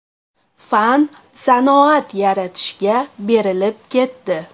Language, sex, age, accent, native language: Uzbek, female, 25-34, Toshkent shahri, Uzbek